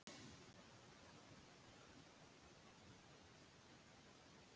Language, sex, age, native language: Icelandic, female, 60-69, Icelandic